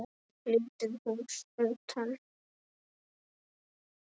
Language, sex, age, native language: Icelandic, male, 10, Icelandic